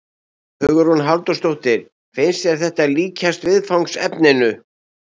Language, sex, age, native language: Icelandic, male, 60-69, Icelandic